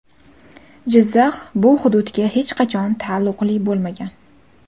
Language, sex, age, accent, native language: Uzbek, female, 18-24, Toshkent viloyati, Uzbek